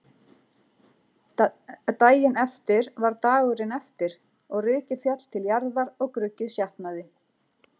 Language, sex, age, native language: Icelandic, female, 40-49, Icelandic